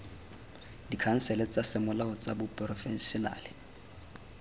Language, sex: Tswana, male